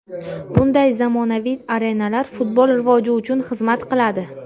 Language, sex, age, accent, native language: Uzbek, female, 30-39, Buxoro, Uzbek